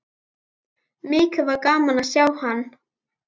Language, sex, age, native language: Icelandic, female, 11, Icelandic